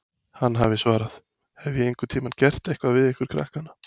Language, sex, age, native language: Icelandic, male, 20-29, Icelandic